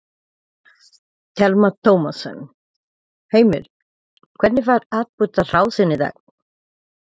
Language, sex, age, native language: Icelandic, female, 50-59, Portuguese